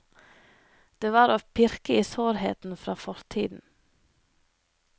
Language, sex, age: Norwegian, female, 25